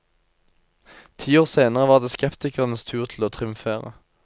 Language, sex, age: Norwegian, male, 24